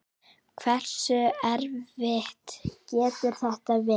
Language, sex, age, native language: Icelandic, female, 9, Icelandic